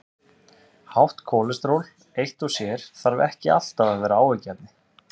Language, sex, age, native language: Icelandic, male, 30-39, Icelandic